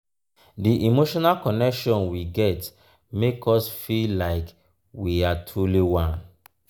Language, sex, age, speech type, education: Nigerian Pidgin, male, 30-45, spontaneous, tertiary